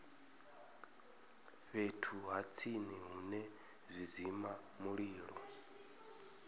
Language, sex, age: Venda, male, 33